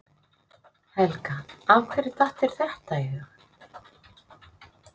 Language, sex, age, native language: Icelandic, female, 50-59, Icelandic